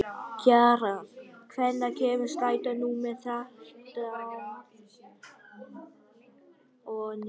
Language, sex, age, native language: Icelandic, male, 11, Vietnamese